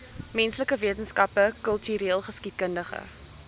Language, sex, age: Afrikaans, female, 19